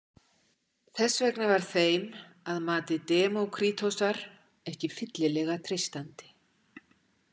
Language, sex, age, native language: Icelandic, female, 60-69, Icelandic